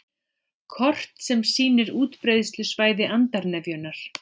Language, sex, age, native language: Icelandic, female, 40-49, Icelandic